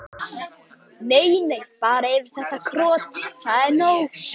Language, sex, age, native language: Icelandic, male, 13, Icelandic